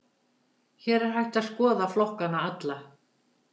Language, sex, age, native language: Icelandic, female, 70-79, Icelandic